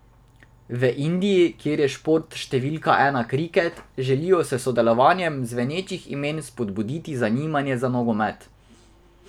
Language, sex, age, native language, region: Slovenian, male, 18-29, Slovenian, Drava region